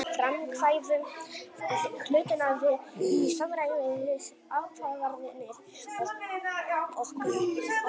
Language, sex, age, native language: Icelandic, male, 18-19, Icelandic